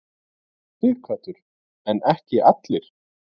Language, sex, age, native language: Icelandic, male, 30-39, Icelandic